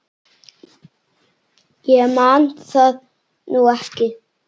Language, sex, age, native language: Icelandic, male, 9, Icelandic